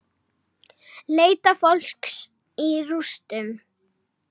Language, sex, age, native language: Icelandic, female, 18-19, Icelandic